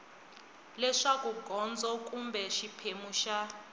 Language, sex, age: Tsonga, female, 20